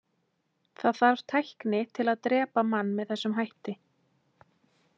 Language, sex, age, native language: Icelandic, female, 20-29, Icelandic